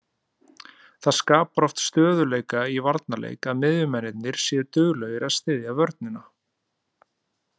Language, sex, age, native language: Icelandic, male, 30-39, Icelandic